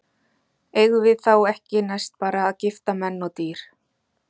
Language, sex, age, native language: Icelandic, female, 40-49, Icelandic